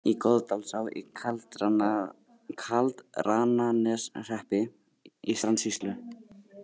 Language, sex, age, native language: Icelandic, male, 18-19, Icelandic